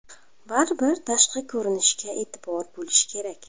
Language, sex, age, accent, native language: Uzbek, female, 25-34, Surxondaryo, Uzbek